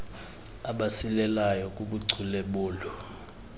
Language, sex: Xhosa, male